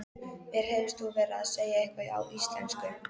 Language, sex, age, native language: Icelandic, female, 13, Icelandic